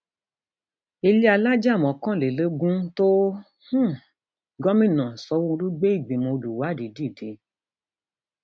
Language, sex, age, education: Yoruba, female, 46-60, tertiary